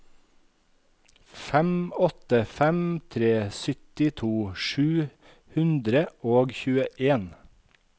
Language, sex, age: Norwegian, male, 51